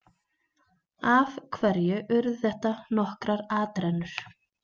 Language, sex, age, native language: Icelandic, female, 20-29, Icelandic